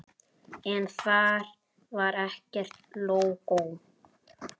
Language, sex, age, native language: Icelandic, male, 8, Icelandic